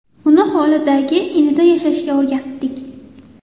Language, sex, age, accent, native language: Uzbek, female, 19-29, Toshkent shahri, Uzbek